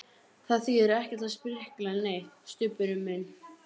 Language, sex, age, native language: Icelandic, female, 12, Icelandic